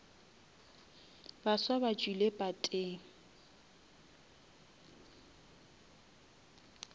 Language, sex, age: Northern Sotho, female, 27